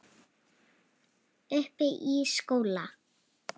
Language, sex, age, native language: Icelandic, female, 7, Icelandic